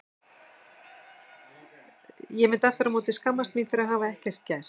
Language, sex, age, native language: Icelandic, female, 60-69, Icelandic